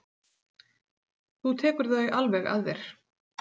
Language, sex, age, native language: Icelandic, female, 40-49, Icelandic